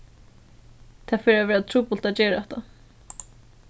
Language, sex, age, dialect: Faroese, female, 15-35, Suðurstreymoy